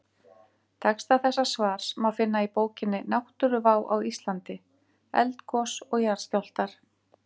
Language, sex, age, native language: Icelandic, female, 50-59, Icelandic